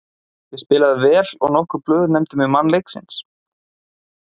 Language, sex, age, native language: Icelandic, male, 20-29, Icelandic